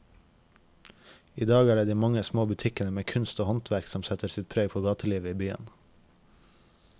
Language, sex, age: Norwegian, male, 21